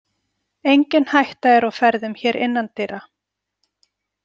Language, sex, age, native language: Icelandic, female, 40-49, Icelandic